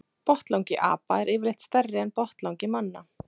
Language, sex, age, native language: Icelandic, female, 30-39, Icelandic